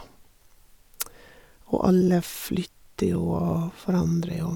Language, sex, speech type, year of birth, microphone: Norwegian, female, spontaneous, 1958, Sennheiser